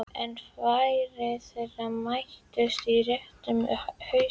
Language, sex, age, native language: Icelandic, female, 11, Icelandic